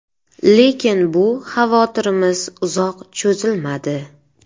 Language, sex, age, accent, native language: Uzbek, female, 25-34, Surxondaryo, Uzbek